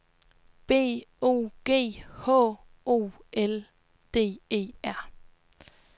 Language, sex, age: Danish, female, 20